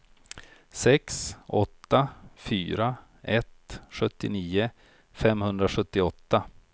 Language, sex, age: Swedish, male, 43